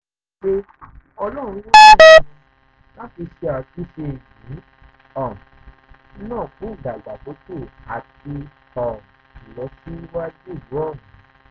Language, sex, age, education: Yoruba, male, 15-29, tertiary